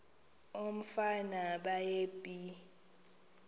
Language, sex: Xhosa, female